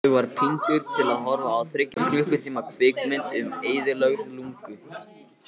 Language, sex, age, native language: Icelandic, male, 18-19, Icelandic